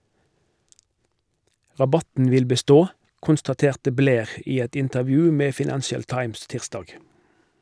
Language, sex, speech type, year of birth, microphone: Norwegian, male, read, 1958, Shure